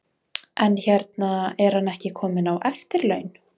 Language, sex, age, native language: Icelandic, female, 20-29, Icelandic